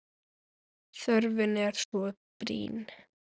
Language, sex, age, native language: Icelandic, female, 9, Icelandic